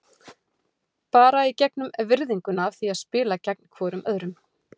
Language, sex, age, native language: Icelandic, female, 40-49, Icelandic